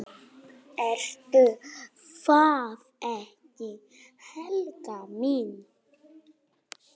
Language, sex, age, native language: Icelandic, male, 9, Polish